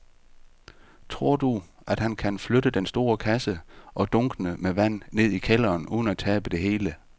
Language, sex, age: Danish, male, 48